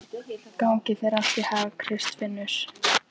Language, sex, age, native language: Icelandic, female, 11, Icelandic